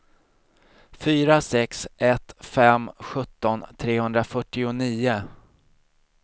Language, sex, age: Swedish, male, 40